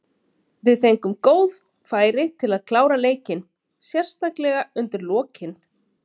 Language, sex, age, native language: Icelandic, female, 30-39, Icelandic